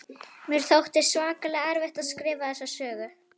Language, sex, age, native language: Icelandic, female, 11, Icelandic